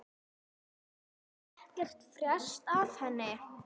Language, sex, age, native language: Icelandic, female, 8, Icelandic